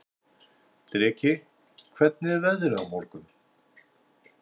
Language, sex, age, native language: Icelandic, male, 60-69, Icelandic